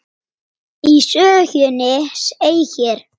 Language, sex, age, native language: Icelandic, male, 8, Icelandic